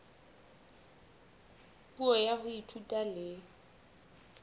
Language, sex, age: Southern Sotho, female, 22